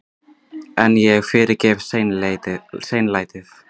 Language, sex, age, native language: Icelandic, female, 20-29, Icelandic